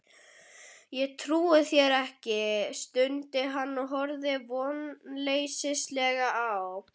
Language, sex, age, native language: Icelandic, male, 11, Icelandic